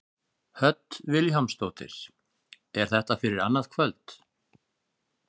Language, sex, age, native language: Icelandic, male, 30-39, Icelandic